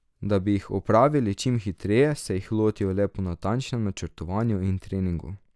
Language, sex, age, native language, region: Slovenian, male, 18-29, Slovenian, Drava region